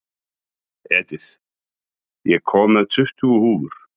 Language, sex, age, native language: Icelandic, male, 30-39, Icelandic